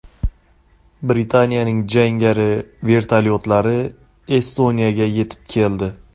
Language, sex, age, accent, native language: Uzbek, male, 25-34, Xorazm, Uzbek